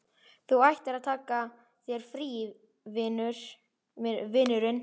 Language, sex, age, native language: Icelandic, male, 11, Icelandic